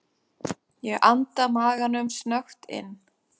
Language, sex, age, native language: Icelandic, female, 6, Icelandic